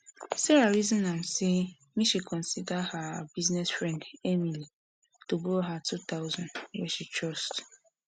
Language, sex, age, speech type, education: Nigerian Pidgin, female, 15-29, spontaneous, secondary